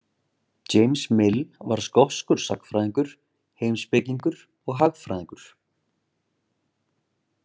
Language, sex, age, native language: Icelandic, male, 20-29, Icelandic